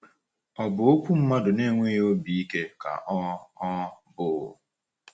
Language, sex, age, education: Igbo, male, 15-29, tertiary